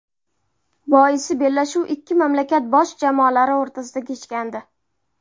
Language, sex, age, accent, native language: Uzbek, female, 19-29, Buxoro, Uzbek